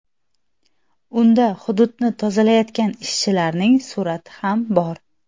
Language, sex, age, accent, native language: Uzbek, female, 19-29, Xorazm, Uzbek